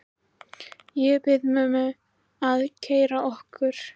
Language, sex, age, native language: Icelandic, female, 13, Icelandic